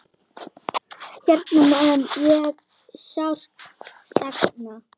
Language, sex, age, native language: Icelandic, female, 8, Icelandic